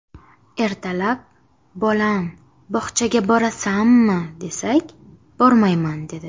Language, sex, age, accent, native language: Uzbek, female, 18-24, Farg'ona, Uzbek